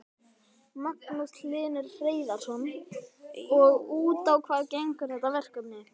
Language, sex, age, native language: Icelandic, male, 12, Icelandic